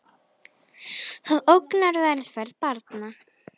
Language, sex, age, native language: Icelandic, female, 10, Icelandic